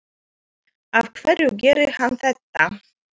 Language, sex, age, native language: Icelandic, female, 9, Icelandic